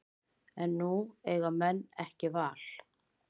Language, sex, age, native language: Icelandic, female, 50-59, Icelandic